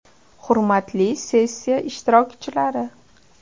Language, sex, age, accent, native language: Uzbek, female, 25-34, Farg'ona, Uzbek